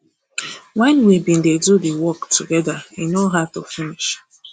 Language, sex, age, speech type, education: Nigerian Pidgin, female, 30-45, spontaneous, tertiary